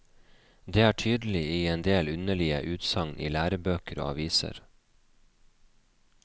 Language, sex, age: Norwegian, male, 29